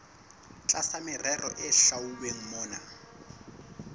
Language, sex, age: Southern Sotho, male, 19